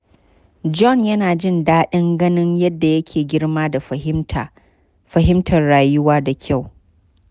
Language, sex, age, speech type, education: Hausa, female, 30-45, spontaneous, tertiary